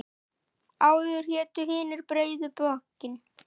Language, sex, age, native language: Icelandic, male, 9, Icelandic